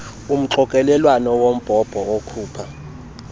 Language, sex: Xhosa, male